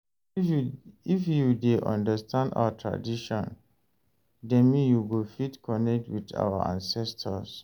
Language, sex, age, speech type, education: Nigerian Pidgin, male, 30-45, read, tertiary